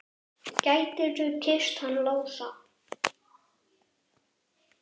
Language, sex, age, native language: Icelandic, male, 10, Icelandic